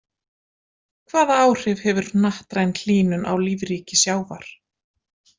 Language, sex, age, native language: Icelandic, female, 50-59, Icelandic